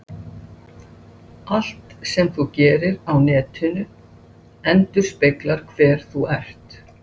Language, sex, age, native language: Icelandic, female, 60-69, Icelandic